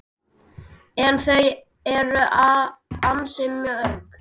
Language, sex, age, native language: Icelandic, male, 10, Icelandic